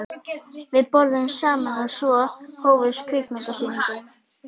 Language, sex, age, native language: Icelandic, female, 11, Icelandic